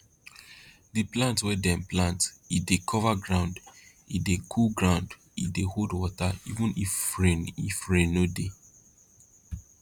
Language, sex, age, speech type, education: Nigerian Pidgin, male, 15-29, spontaneous, tertiary